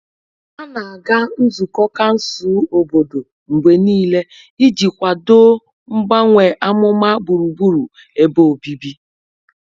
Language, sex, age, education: Igbo, female, 30-45, tertiary